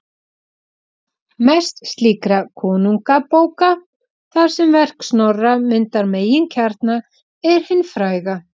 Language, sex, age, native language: Icelandic, female, 40-49, Icelandic